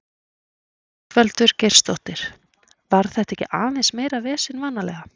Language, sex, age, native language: Icelandic, female, 40-49, Icelandic